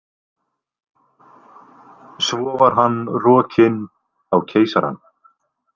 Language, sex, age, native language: Icelandic, male, 20-29, Icelandic